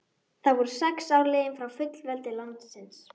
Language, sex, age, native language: Icelandic, female, 12, Icelandic